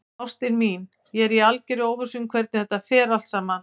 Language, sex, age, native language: Icelandic, female, 50-59, Icelandic